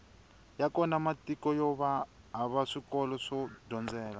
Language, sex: Tsonga, male